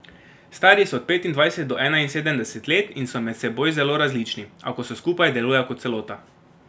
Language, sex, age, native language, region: Slovenian, male, 18-29, Slovenian, Drava region